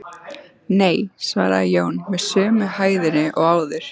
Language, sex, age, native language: Icelandic, female, 14, Icelandic